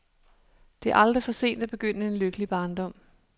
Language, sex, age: Danish, female, 37